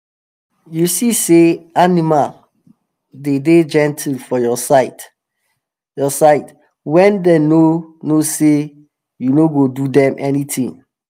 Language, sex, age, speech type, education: Nigerian Pidgin, male, 30-45, spontaneous, tertiary